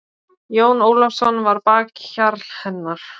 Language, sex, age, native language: Icelandic, female, 20-29, Icelandic